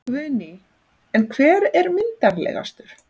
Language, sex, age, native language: Icelandic, female, 40-49, Icelandic